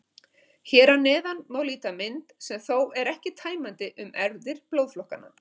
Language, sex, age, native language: Icelandic, female, 50-59, Icelandic